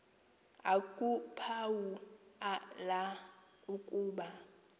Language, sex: Xhosa, female